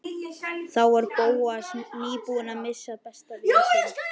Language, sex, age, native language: Icelandic, male, 12, Icelandic